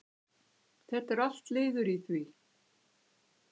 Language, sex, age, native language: Icelandic, female, 60-69, Icelandic